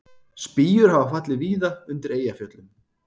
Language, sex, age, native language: Icelandic, male, 30-39, Icelandic